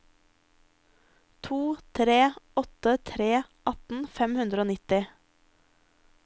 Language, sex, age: Norwegian, female, 23